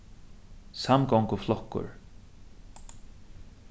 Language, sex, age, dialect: Faroese, male, 36-60, Suðurstreymoy